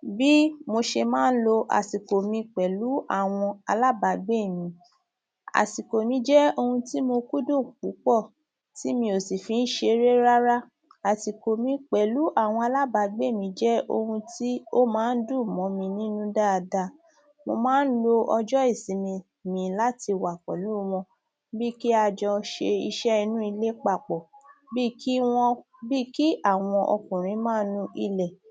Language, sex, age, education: Yoruba, female, 30-45, tertiary